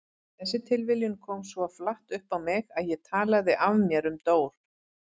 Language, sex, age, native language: Icelandic, female, 40-49, Icelandic